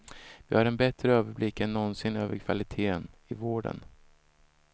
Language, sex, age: Swedish, male, 34